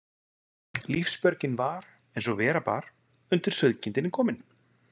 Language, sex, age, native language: Icelandic, male, 40-49, Icelandic